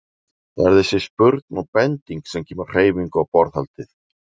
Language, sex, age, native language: Icelandic, male, 40-49, Icelandic